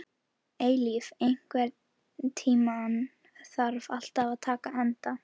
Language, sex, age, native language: Icelandic, female, 11, Icelandic